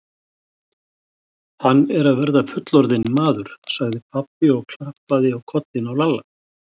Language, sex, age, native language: Icelandic, male, 60-69, Icelandic